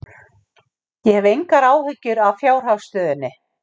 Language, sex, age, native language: Icelandic, female, 50-59, Icelandic